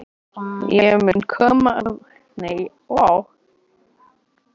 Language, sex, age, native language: Icelandic, male, 11, Icelandic